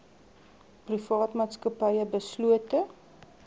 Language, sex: Afrikaans, female